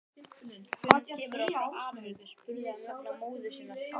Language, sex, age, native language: Icelandic, male, 12, Icelandic